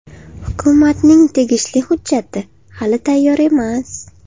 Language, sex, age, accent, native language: Uzbek, female, 18-24, Farg'ona, Uzbek